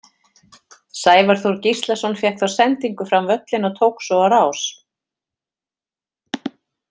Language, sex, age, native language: Icelandic, female, 40-49, Icelandic